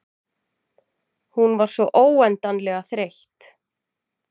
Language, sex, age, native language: Icelandic, female, 40-49, Icelandic